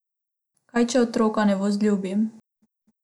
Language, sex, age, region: Slovenian, female, 18-29, Abroad